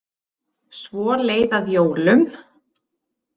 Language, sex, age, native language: Icelandic, female, 30-39, Icelandic